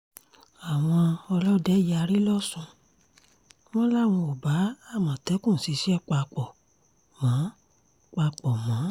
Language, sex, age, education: Yoruba, female, 30-45, tertiary